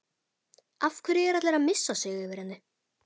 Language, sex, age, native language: Icelandic, male, 11, Icelandic